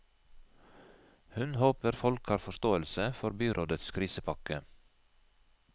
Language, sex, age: Norwegian, male, 51